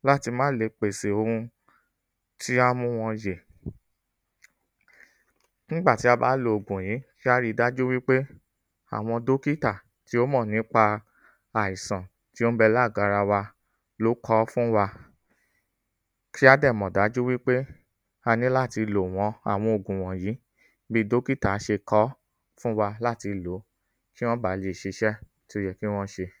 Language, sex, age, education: Yoruba, male, 30-45, tertiary